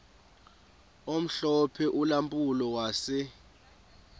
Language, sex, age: Xhosa, female, 28